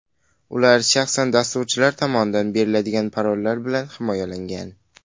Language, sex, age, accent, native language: Uzbek, male, under 19, Qashqadaryo, Uzbek